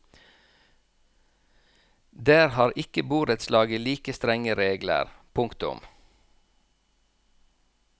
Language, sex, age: Norwegian, male, 46